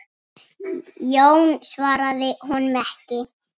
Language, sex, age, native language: Icelandic, female, 6, Icelandic